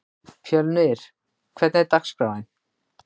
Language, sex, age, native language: Icelandic, female, 60-69, Icelandic